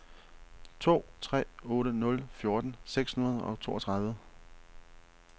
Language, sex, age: Danish, male, 31